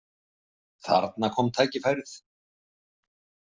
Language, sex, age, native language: Icelandic, male, 50-59, Icelandic